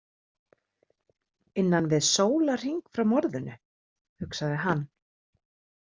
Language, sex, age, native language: Icelandic, female, 30-39, Icelandic